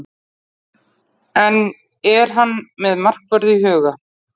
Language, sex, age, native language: Icelandic, female, 40-49, Icelandic